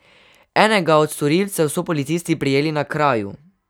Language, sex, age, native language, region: Slovenian, male, 12-17, Slovenian, Savinja region